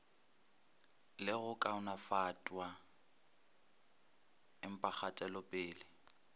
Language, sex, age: Northern Sotho, male, 23